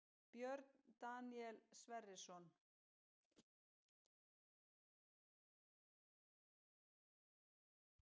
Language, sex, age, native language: Icelandic, female, 50-59, Icelandic